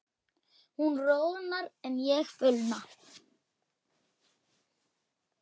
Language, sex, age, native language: Icelandic, female, 8, Icelandic